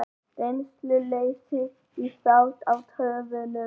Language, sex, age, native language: Icelandic, male, 18-19, Icelandic